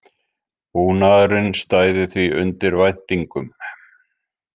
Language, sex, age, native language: Icelandic, male, 50-59, Icelandic